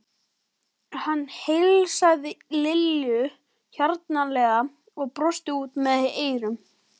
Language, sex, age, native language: Icelandic, male, 12, Icelandic